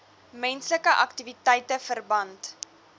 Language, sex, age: Afrikaans, female, 20